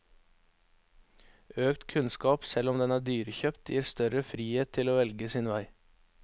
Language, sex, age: Norwegian, male, 21